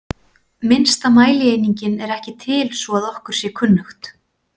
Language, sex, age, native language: Icelandic, female, 40-49, Icelandic